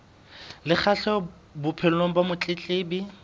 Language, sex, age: Southern Sotho, male, 22